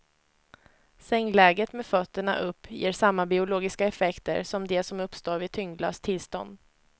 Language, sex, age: Swedish, female, 25